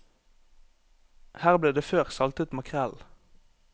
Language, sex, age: Norwegian, male, 18